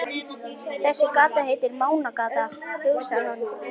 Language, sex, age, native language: Icelandic, male, 11, Icelandic